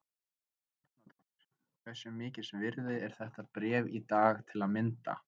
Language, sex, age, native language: Icelandic, male, 20-29, Icelandic